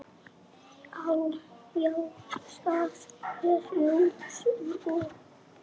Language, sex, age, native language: Icelandic, male, 6, Icelandic